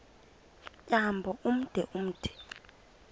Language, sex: Xhosa, female